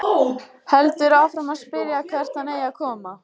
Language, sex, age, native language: Icelandic, female, 14, Icelandic